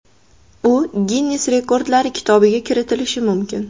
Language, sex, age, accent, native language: Uzbek, female, 18-24, Andijon, Uzbek